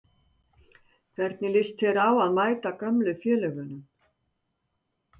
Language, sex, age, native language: Icelandic, female, 60-69, Icelandic